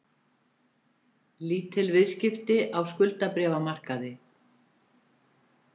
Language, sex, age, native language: Icelandic, female, 70-79, Icelandic